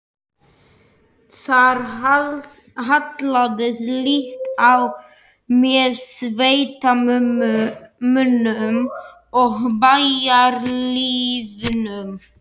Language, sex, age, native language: Icelandic, male, 11, Slovak